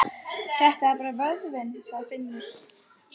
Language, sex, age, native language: Icelandic, female, 12, Icelandic